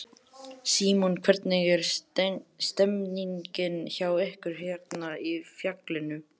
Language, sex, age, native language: Icelandic, male, 11, Icelandic